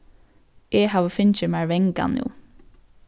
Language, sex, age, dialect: Faroese, female, 15-35, Norðurstreymoy/Eysturoy